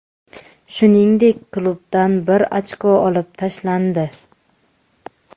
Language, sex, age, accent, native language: Uzbek, female, 18-24, Jizzax, Uzbek